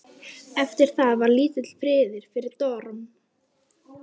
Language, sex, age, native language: Icelandic, female, 12, Icelandic